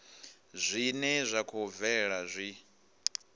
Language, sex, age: Venda, male, 19